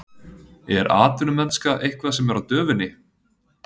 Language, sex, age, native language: Icelandic, male, 30-39, Icelandic